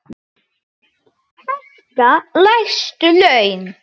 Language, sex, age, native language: Icelandic, male, 9, Icelandic